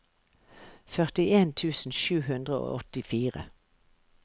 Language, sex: Norwegian, female